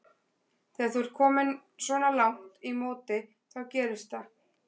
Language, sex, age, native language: Icelandic, female, 20-29, Icelandic